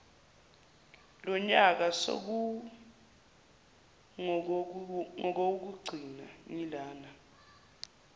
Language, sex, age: Zulu, male, 23